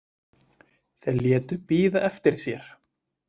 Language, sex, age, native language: Icelandic, male, 20-29, Icelandic